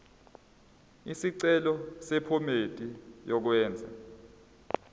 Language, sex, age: Zulu, male, 22